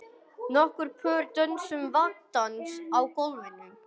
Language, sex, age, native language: Icelandic, male, 18-19, English